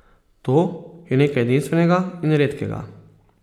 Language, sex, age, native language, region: Slovenian, male, 30-49, Slovenian, Posavska region